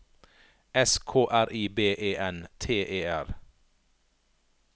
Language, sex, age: Norwegian, male, 39